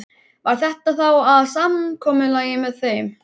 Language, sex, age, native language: Icelandic, male, 11, Icelandic